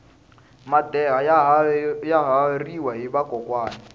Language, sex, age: Tsonga, male, 19